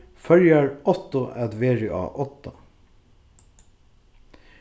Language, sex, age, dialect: Faroese, male, 36-60, Suðurstreymoy